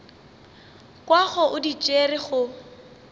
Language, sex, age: Northern Sotho, female, 24